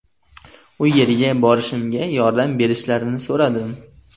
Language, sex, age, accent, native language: Uzbek, male, 18-24, Andijon, Uzbek